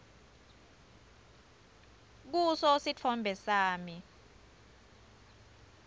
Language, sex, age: Swati, female, 24